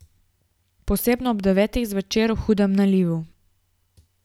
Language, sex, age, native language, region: Slovenian, female, 18-29, Slovenian, Gorica region